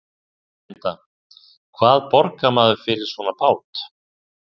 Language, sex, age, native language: Icelandic, male, 60-69, Icelandic